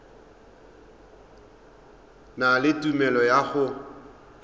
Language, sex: Tswana, male